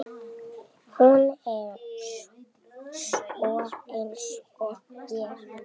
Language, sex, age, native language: Icelandic, female, 7, Icelandic